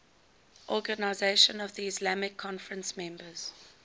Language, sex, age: English, female, 19